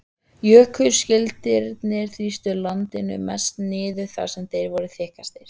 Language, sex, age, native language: Icelandic, female, 13, Icelandic